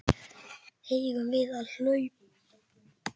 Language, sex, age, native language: Icelandic, male, 10, Icelandic